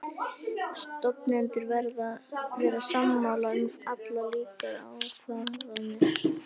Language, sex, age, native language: Icelandic, female, 11, Icelandic